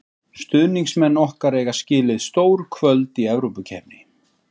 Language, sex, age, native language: Icelandic, male, 40-49, Icelandic